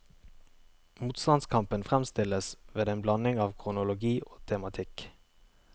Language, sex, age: Norwegian, male, 23